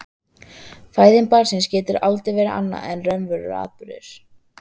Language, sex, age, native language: Icelandic, female, 13, Icelandic